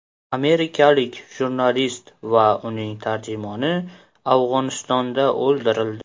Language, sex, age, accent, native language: Uzbek, male, 18-24, Qashqadaryo, Uzbek